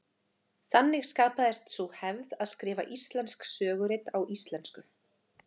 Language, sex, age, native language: Icelandic, female, 30-39, Icelandic